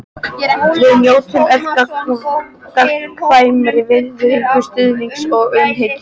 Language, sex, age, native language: Icelandic, female, 13, Icelandic